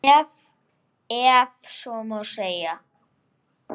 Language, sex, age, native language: Icelandic, male, 8, Icelandic